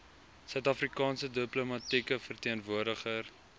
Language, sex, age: Afrikaans, male, 19